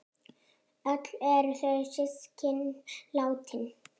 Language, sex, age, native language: Icelandic, female, 8, Icelandic